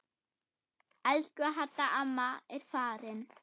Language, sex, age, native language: Icelandic, female, 8, German